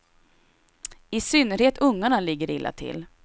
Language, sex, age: Swedish, female, 26